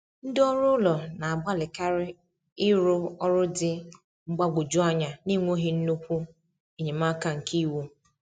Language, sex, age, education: Igbo, female, 30-45, tertiary